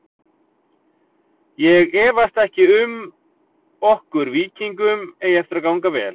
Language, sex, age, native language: Icelandic, male, 40-49, Icelandic